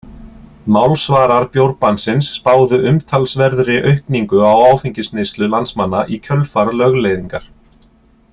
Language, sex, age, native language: Icelandic, male, 30-39, Icelandic